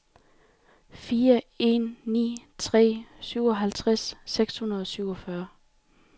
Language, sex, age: Danish, female, 28